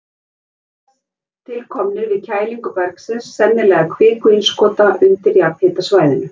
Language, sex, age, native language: Icelandic, female, 50-59, Icelandic